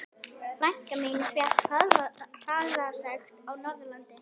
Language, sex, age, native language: Icelandic, female, 11, Icelandic